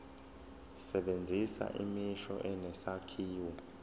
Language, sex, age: Zulu, male, 20